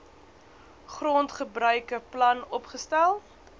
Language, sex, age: Afrikaans, female, 20